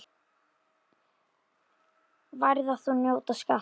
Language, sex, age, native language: Icelandic, male, 10, Icelandic